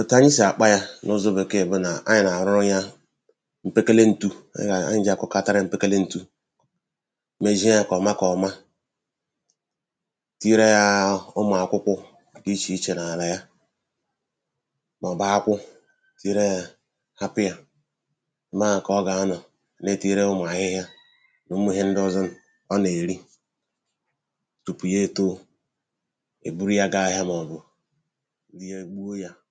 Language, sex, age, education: Igbo, male, 30-45, tertiary